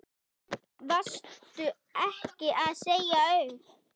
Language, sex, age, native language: Icelandic, female, 8, Icelandic